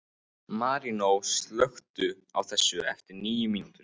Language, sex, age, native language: Icelandic, male, 18-19, Icelandic